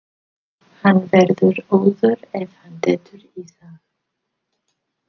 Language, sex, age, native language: Icelandic, female, 50-59, English